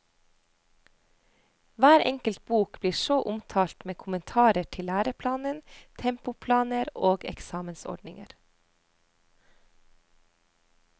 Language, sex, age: Norwegian, female, 30